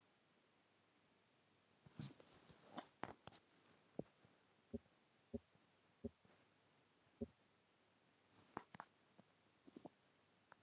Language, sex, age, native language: Icelandic, female, 40-49, Icelandic